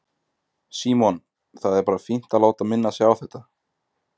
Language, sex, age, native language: Icelandic, male, 20-29, Icelandic